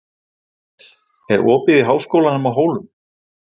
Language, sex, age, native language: Icelandic, male, 40-49, Icelandic